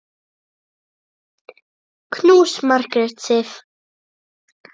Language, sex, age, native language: Icelandic, male, 8, Icelandic